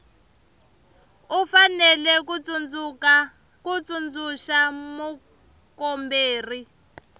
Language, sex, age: Tsonga, female, 23